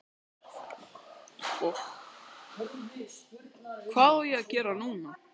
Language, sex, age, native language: Icelandic, male, 13, Icelandic